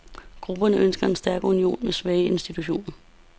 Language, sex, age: Danish, female, 32